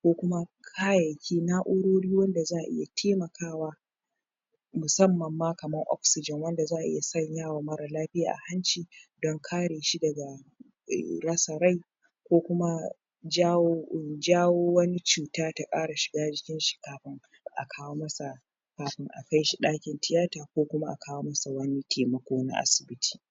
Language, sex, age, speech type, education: Hausa, female, 15-29, spontaneous, secondary